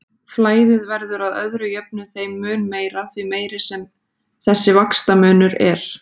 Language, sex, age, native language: Icelandic, female, 30-39, Icelandic